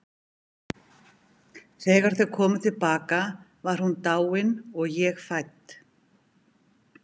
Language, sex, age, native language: Icelandic, female, 50-59, Icelandic